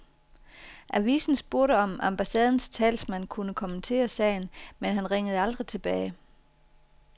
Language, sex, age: Danish, female, 40